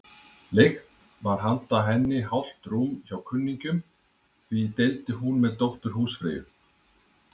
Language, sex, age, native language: Icelandic, male, 30-39, Icelandic